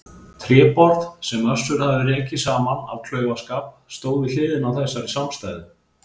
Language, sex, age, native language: Icelandic, male, 20-29, Icelandic